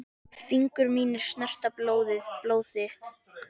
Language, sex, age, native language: Icelandic, male, 10, Icelandic